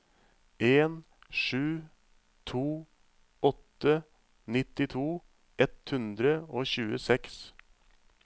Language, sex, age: Norwegian, male, 35